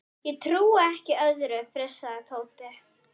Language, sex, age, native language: Icelandic, female, 11, Icelandic